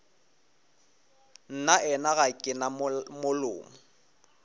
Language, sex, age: Northern Sotho, male, 24